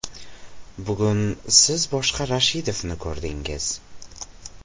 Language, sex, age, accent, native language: Uzbek, male, 18-24, Farg'ona, Uzbek